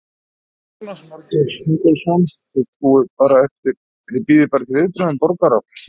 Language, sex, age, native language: Icelandic, male, 50-59, Icelandic